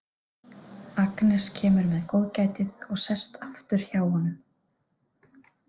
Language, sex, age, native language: Icelandic, female, 30-39, Icelandic